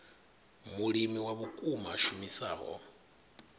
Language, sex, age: Venda, male, 39